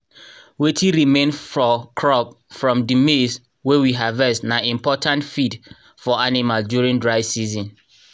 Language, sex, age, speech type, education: Nigerian Pidgin, male, 30-45, spontaneous, tertiary